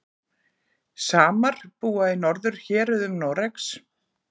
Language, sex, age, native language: Icelandic, female, 40-49, Icelandic